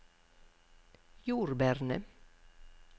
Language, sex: Norwegian, female